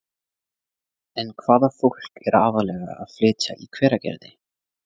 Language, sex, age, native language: Icelandic, male, 20-29, Icelandic